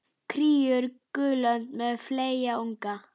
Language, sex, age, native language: Icelandic, female, 10, Icelandic